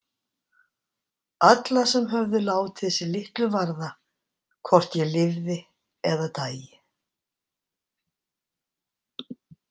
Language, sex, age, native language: Icelandic, female, 60-69, Icelandic